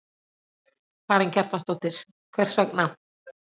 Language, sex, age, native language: Icelandic, female, 40-49, Icelandic